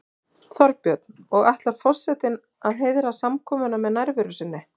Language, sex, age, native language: Icelandic, female, 40-49, Icelandic